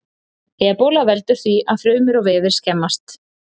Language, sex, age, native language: Icelandic, female, 30-39, Icelandic